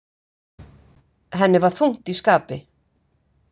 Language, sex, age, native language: Icelandic, female, 50-59, Icelandic